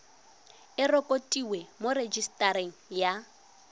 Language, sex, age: Tswana, female, 22